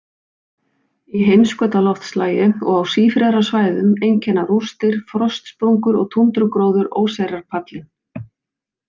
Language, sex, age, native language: Icelandic, female, 50-59, Icelandic